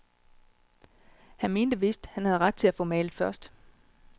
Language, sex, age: Danish, female, 36